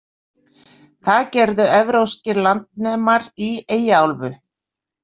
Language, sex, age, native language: Icelandic, female, 60-69, Icelandic